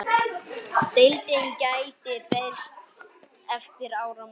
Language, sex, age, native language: Icelandic, male, 8, Icelandic